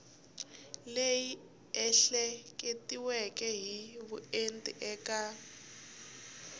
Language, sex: Tsonga, female